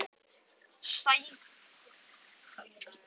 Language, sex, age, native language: Icelandic, male, 10, Icelandic